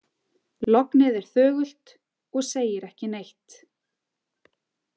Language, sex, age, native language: Icelandic, female, 40-49, Icelandic